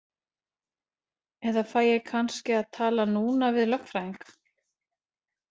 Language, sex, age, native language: Icelandic, female, 40-49, Icelandic